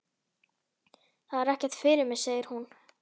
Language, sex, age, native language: Icelandic, male, 11, Icelandic